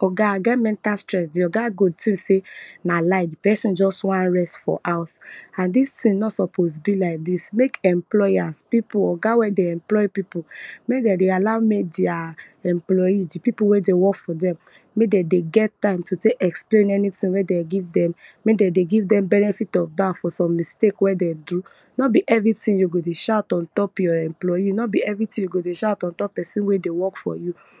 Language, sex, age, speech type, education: Nigerian Pidgin, female, 30-45, spontaneous, tertiary